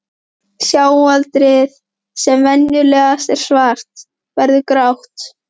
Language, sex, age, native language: Icelandic, female, 12, Icelandic